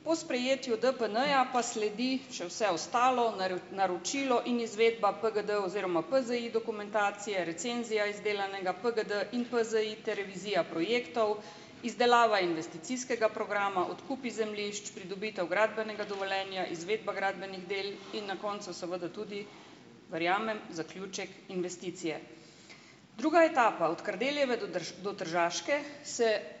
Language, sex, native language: Slovenian, female, Slovenian